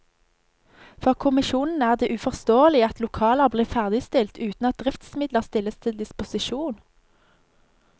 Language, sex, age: Norwegian, female, 25